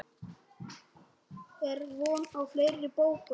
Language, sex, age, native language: Icelandic, male, 7, Icelandic